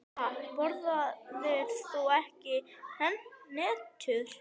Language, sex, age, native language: Icelandic, female, 10, Icelandic